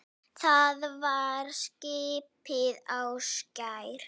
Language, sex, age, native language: Icelandic, female, 9, Icelandic